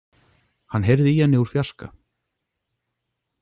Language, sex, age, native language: Icelandic, male, 40-49, Icelandic